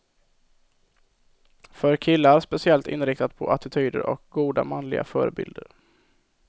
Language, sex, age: Swedish, male, 22